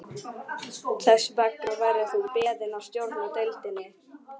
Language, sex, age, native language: Icelandic, male, 11, Icelandic